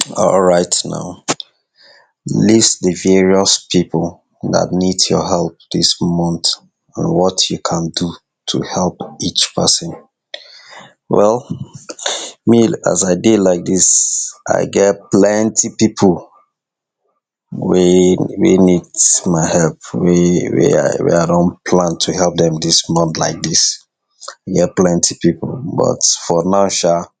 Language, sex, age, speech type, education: Nigerian Pidgin, male, 60+, spontaneous, tertiary